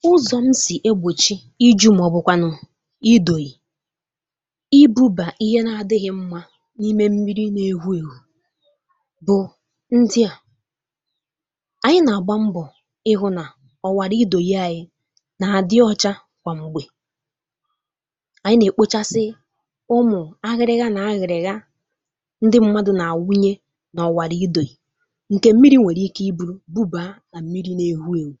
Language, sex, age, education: Igbo, female, 15-29, tertiary